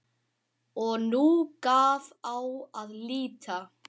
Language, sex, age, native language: Icelandic, male, 12, Icelandic